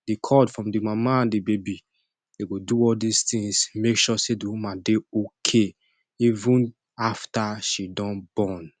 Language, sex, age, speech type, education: Nigerian Pidgin, male, 15-29, spontaneous, tertiary